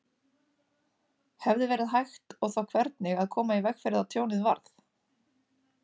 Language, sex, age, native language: Icelandic, female, 30-39, Icelandic